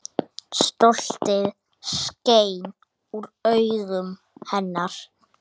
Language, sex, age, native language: Icelandic, male, 8, Icelandic